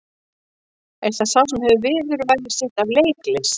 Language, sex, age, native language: Icelandic, female, 50-59, Icelandic